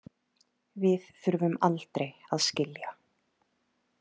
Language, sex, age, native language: Icelandic, female, 30-39, Icelandic